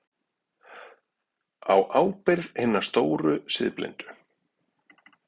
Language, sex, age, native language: Icelandic, male, 40-49, Icelandic